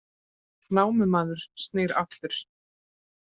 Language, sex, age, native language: Icelandic, female, 30-39, Icelandic